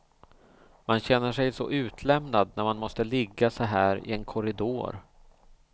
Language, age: Swedish, 38